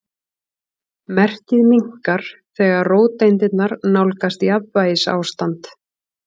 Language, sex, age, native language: Icelandic, female, 40-49, Icelandic